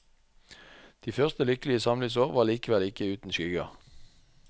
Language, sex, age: Norwegian, male, 44